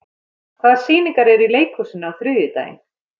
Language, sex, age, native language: Icelandic, female, 13, Icelandic